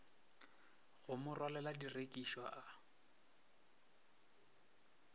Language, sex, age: Northern Sotho, male, 23